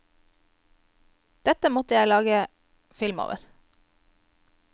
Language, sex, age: Norwegian, female, 22